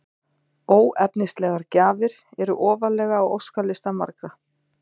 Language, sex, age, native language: Icelandic, female, 30-39, Icelandic